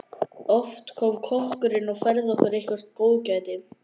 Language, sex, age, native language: Icelandic, male, 11, Icelandic